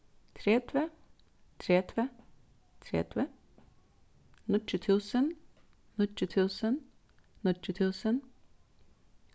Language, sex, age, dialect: Faroese, female, 15-35, Suðurstreymoy